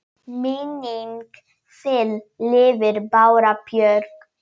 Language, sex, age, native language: Icelandic, female, 9, Polish